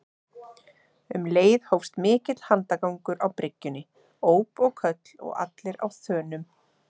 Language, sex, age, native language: Icelandic, female, 30-39, Icelandic